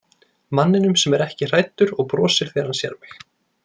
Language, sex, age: Icelandic, male, 20-29